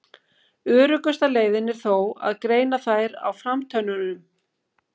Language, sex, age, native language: Icelandic, female, 50-59, Icelandic